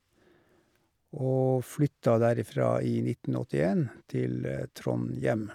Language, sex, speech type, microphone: Norwegian, male, spontaneous, Shure